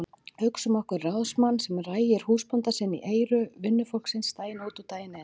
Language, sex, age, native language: Icelandic, female, 40-49, Icelandic